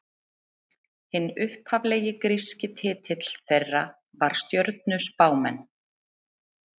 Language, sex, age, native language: Icelandic, female, 30-39, Icelandic